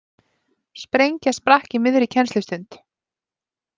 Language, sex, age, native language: Icelandic, female, 30-39, Icelandic